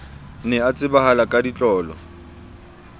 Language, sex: Southern Sotho, male